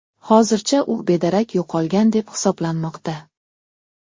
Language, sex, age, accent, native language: Uzbek, male, 12-17, Namangan, Uzbek